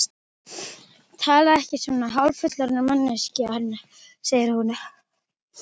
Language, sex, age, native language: Icelandic, female, 12, Icelandic